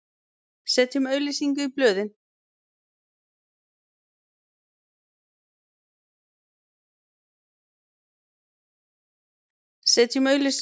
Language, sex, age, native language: Icelandic, female, 40-49, Icelandic